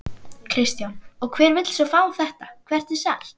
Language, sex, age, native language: Icelandic, female, 11, Icelandic